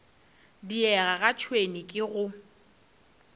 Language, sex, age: Northern Sotho, female, 26